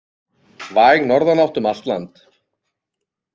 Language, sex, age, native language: Icelandic, male, 30-39, Icelandic